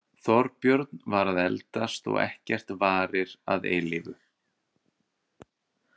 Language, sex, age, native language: Icelandic, male, 40-49, Icelandic